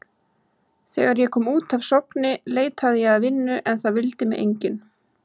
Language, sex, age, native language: Icelandic, female, 20-29, Icelandic